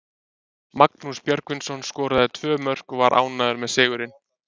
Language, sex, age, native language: Icelandic, male, 30-39, Icelandic